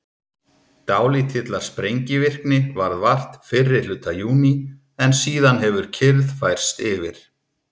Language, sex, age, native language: Icelandic, male, 30-39, Icelandic